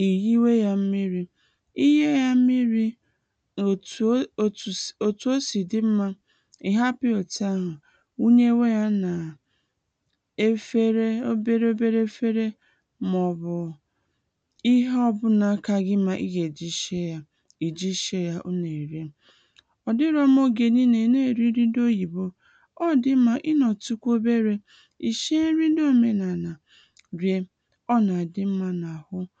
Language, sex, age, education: Igbo, female, 30-45, tertiary